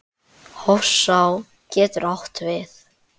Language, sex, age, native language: Icelandic, male, 8, Icelandic